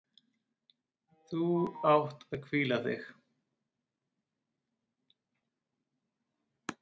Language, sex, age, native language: Icelandic, other, 8, Icelandic